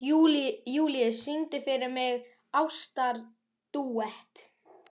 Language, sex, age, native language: Icelandic, male, 11, Icelandic